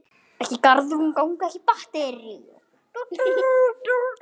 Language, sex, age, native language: Icelandic, male, 9, Icelandic